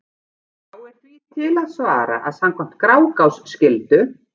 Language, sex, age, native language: Icelandic, female, 40-49, Icelandic